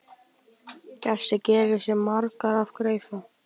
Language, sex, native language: Icelandic, male, Icelandic